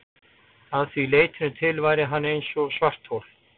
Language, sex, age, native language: Icelandic, male, 40-49, Icelandic